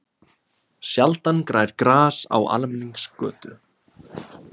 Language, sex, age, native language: Icelandic, male, 20-29, Icelandic